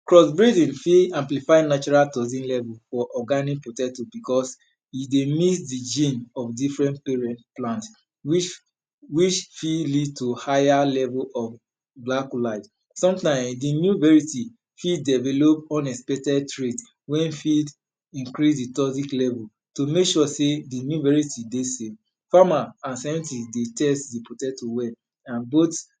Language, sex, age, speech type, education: Nigerian Pidgin, male, 30-45, spontaneous, tertiary